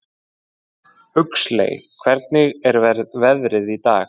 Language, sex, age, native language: Icelandic, male, 20-29, Icelandic